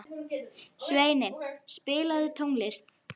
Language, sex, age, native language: Icelandic, female, 11, Icelandic